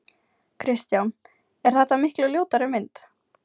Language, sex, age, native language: Icelandic, female, 20-29, Ukrainian